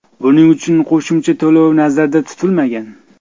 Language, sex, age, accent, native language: Uzbek, male, 35+, Toshkent viloyati, Uzbek